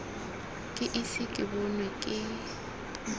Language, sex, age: Tswana, female, 19